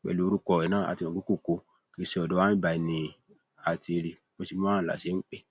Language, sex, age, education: Yoruba, male, 30-45, tertiary